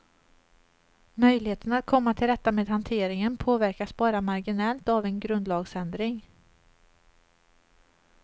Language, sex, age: Swedish, female, 38